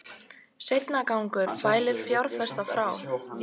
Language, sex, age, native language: Icelandic, female, 18-19, Icelandic